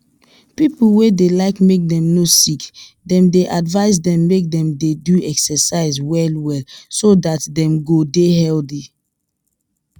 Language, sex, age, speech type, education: Nigerian Pidgin, female, 30-45, spontaneous, tertiary